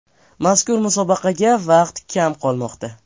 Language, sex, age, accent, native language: Uzbek, male, 12-17, Farg'ona, Uzbek